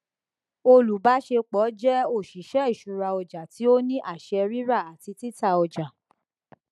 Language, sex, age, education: Yoruba, female, 15-29, tertiary